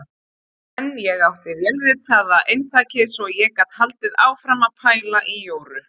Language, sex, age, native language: Icelandic, female, 30-39, Icelandic